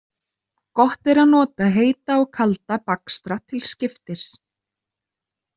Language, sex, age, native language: Icelandic, female, 30-39, Icelandic